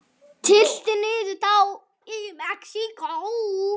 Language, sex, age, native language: Icelandic, male, 9, Icelandic